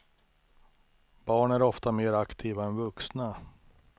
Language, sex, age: Swedish, male, 63